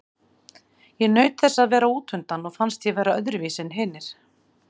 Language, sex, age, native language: Icelandic, female, 40-49, Icelandic